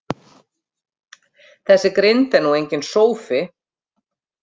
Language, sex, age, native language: Icelandic, female, 50-59, Icelandic